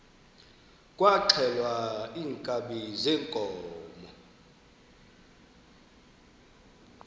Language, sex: Xhosa, male